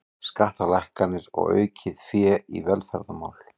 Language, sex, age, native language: Icelandic, male, 40-49, Icelandic